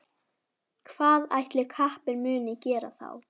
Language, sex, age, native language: Icelandic, female, 11, Icelandic